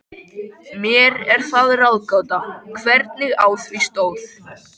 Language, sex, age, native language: Icelandic, male, 13, Icelandic